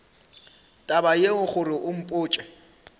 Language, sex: Northern Sotho, male